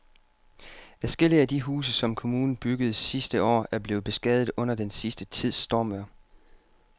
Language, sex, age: Danish, male, 25